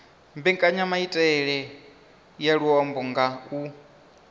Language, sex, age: Venda, male, 25